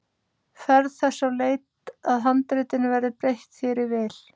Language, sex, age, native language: Icelandic, female, 30-39, Icelandic